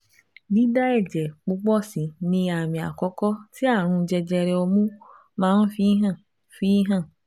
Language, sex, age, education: Yoruba, female, 15-29, tertiary